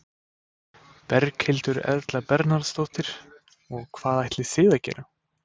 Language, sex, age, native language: Icelandic, male, 20-29, Icelandic